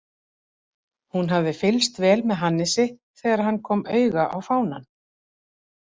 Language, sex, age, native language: Icelandic, female, 40-49, Icelandic